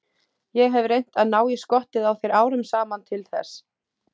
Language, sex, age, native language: Icelandic, female, 30-39, Icelandic